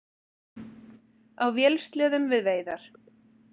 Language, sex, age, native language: Icelandic, female, 40-49, Icelandic